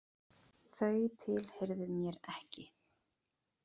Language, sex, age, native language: Icelandic, female, 30-39, Icelandic